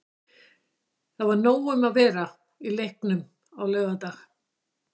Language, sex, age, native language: Icelandic, female, 60-69, Icelandic